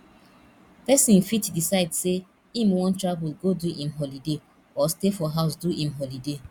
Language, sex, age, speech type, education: Nigerian Pidgin, female, 30-45, spontaneous, tertiary